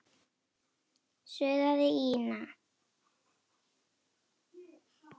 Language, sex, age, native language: Icelandic, female, 9, Icelandic